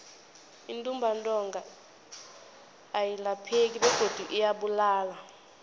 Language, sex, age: South Ndebele, female, 21